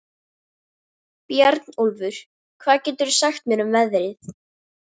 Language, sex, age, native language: Icelandic, female, 13, Icelandic